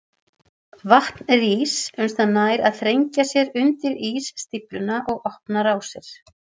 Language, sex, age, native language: Icelandic, female, 40-49, Icelandic